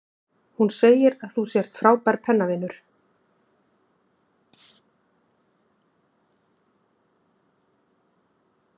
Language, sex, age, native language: Icelandic, female, 50-59, Icelandic